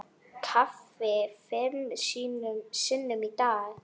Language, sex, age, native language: Icelandic, female, 10, Polish